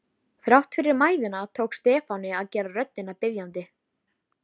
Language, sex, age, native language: Icelandic, female, 13, Icelandic